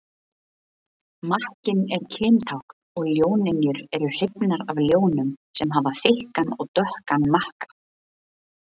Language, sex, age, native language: Icelandic, female, 20-29, Icelandic